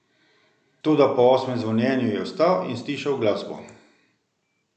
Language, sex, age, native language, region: Slovenian, male, 50-59, Slovenian, Central Slovenia